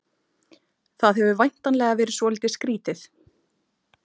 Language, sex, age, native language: Icelandic, female, 30-39, Icelandic